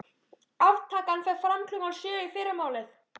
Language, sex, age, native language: Icelandic, female, 12, Icelandic